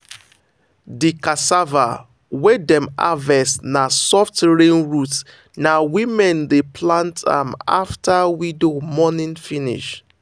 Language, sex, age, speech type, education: Nigerian Pidgin, male, 15-29, spontaneous, tertiary